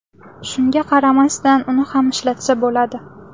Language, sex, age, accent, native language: Uzbek, female, 18-24, Samarqand, Uzbek